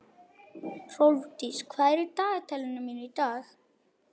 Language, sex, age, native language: Icelandic, male, 11, Icelandic